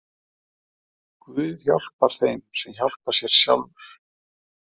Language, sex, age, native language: Icelandic, male, 30-39, Icelandic